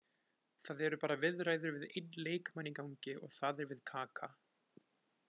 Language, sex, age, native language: Icelandic, male, 20-29, Icelandic